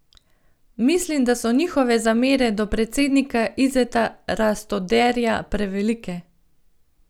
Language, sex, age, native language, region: Slovenian, female, 30-49, Slovenian, Gorenjska region